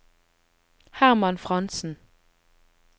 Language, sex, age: Norwegian, female, 20